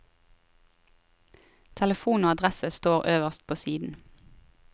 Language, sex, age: Norwegian, female, 23